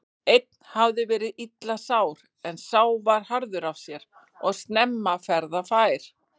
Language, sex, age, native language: Icelandic, female, 40-49, Icelandic